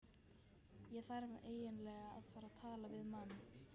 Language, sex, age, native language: Icelandic, female, 14, Icelandic